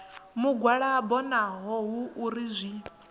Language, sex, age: Venda, female, 22